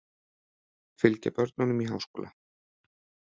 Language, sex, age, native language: Icelandic, male, 30-39, Icelandic